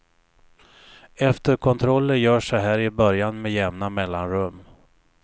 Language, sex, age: Swedish, male, 59